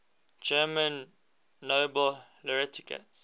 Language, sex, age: English, male, 19